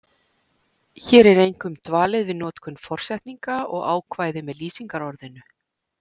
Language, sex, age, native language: Icelandic, female, 40-49, Icelandic